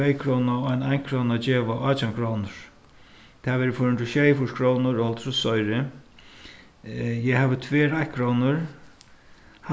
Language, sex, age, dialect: Faroese, male, 61+, Suðuroy